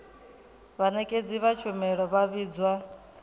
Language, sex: Venda, female